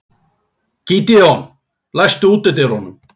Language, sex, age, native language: Icelandic, male, 40-49, Icelandic